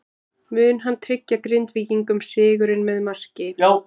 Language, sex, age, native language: Icelandic, male, 20-29, Icelandic